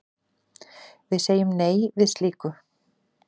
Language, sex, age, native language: Icelandic, female, 40-49, Icelandic